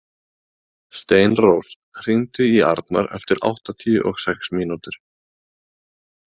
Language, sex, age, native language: Icelandic, male, 30-39, Icelandic